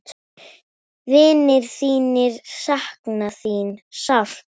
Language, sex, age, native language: Icelandic, female, 9, Icelandic